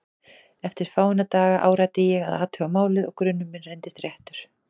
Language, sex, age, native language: Icelandic, female, 40-49, Icelandic